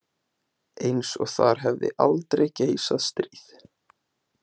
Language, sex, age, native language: Icelandic, male, 20-29, Icelandic